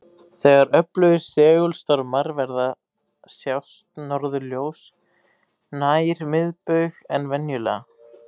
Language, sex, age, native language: Icelandic, male, 18-19, Icelandic